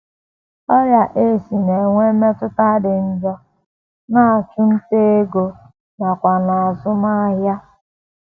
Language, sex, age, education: Igbo, female, 15-29, tertiary